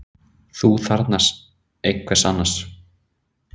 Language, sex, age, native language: Icelandic, male, 30-39, Icelandic